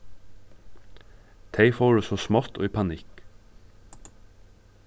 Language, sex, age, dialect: Faroese, male, 15-35, Suðurstreymoy